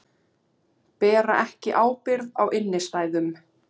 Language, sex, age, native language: Icelandic, female, 30-39, Icelandic